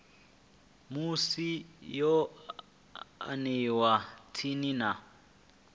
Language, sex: Venda, male